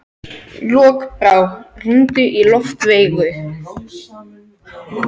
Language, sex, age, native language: Icelandic, other, 13, Icelandic